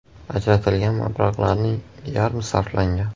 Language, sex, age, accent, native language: Uzbek, male, 18-24, Buxoro, Uzbek